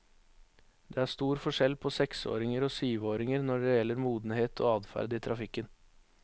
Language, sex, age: Norwegian, male, 21